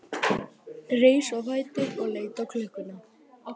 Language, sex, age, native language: Icelandic, male, 12, Icelandic